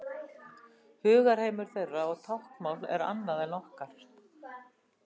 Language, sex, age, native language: Icelandic, female, 60-69, Icelandic